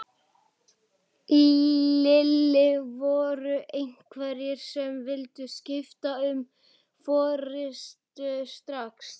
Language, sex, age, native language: Icelandic, male, 12, Icelandic